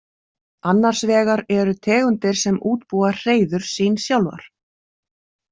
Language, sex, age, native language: Icelandic, female, 40-49, Icelandic